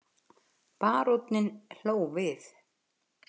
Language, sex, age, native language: Icelandic, female, 50-59, Icelandic